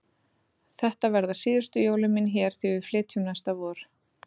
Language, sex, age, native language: Icelandic, female, 30-39, Icelandic